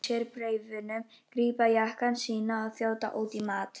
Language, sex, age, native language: Icelandic, female, 18-19, Icelandic